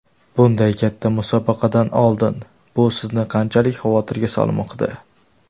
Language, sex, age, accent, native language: Uzbek, male, 19-29, Andijon, Uzbek